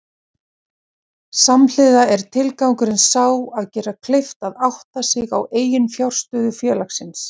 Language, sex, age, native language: Icelandic, female, 40-49, Icelandic